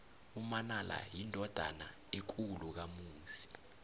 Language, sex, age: South Ndebele, male, 21